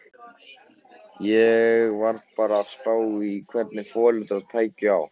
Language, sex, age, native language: Icelandic, male, 13, Icelandic